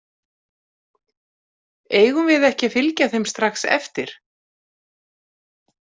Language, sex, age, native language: Icelandic, female, 40-49, Icelandic